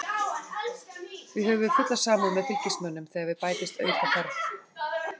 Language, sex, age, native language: Icelandic, female, 40-49, Icelandic